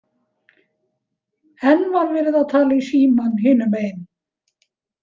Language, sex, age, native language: Icelandic, female, 70-79, Icelandic